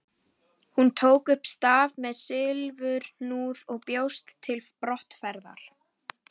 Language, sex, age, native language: Icelandic, female, 11, Icelandic